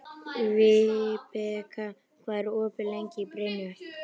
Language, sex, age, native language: Icelandic, male, 11, Icelandic